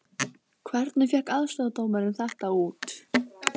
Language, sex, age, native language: Icelandic, female, 15, Icelandic